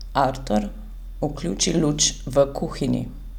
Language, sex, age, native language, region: Slovenian, female, 30-49, Slovenian, Savinja region